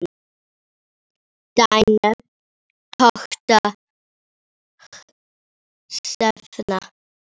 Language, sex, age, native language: Icelandic, female, 10, Icelandic